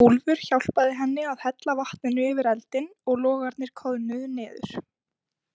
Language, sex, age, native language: Icelandic, female, 20-29, Icelandic